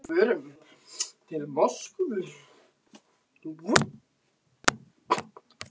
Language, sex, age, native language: Icelandic, male, 15, Icelandic